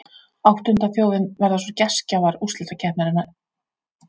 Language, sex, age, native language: Icelandic, female, 40-49, Icelandic